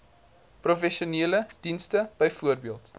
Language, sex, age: Afrikaans, male, 19